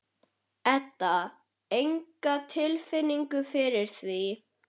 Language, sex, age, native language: Icelandic, male, 11, Icelandic